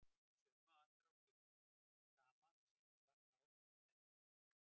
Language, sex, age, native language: Icelandic, male, 60-69, Icelandic